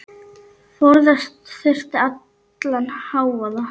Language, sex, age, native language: Icelandic, female, 9, Icelandic